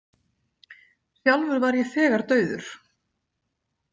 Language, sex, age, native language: Icelandic, female, 40-49, Icelandic